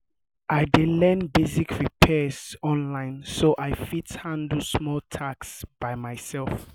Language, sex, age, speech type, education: Nigerian Pidgin, male, 15-29, spontaneous, tertiary